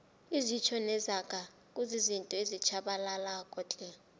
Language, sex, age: South Ndebele, female, 19